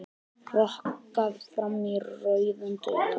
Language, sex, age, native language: Icelandic, female, 50-59, Icelandic